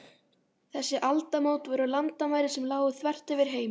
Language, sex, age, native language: Icelandic, female, 12, Icelandic